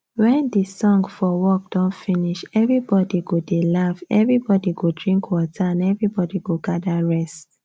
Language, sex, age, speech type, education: Nigerian Pidgin, female, 15-29, spontaneous, tertiary